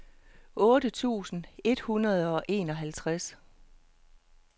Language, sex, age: Danish, female, 48